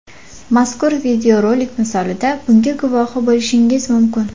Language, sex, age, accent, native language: Uzbek, female, 18-24, Farg'ona, Uzbek